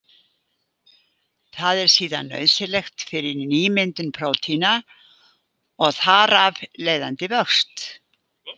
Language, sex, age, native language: Icelandic, female, 80-89, Icelandic